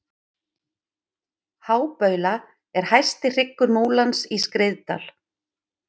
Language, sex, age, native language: Icelandic, female, 50-59, Icelandic